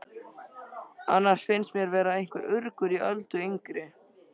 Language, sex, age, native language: Icelandic, male, 13, Icelandic